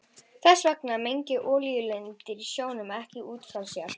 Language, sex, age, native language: Icelandic, female, 18-19, Icelandic